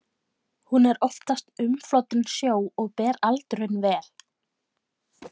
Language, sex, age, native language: Icelandic, female, 20-29, Icelandic